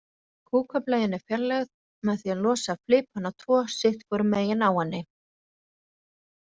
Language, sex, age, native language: Icelandic, female, 40-49, Icelandic